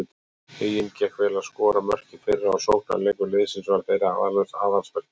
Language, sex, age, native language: Icelandic, male, 40-49, Icelandic